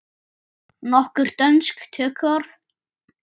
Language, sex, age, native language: Icelandic, male, 9, Icelandic